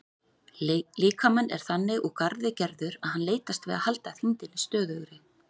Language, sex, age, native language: Icelandic, female, 40-49, Icelandic